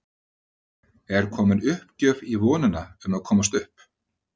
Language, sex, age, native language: Icelandic, male, 30-39, Icelandic